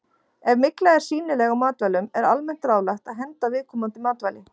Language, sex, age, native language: Icelandic, female, 40-49, Icelandic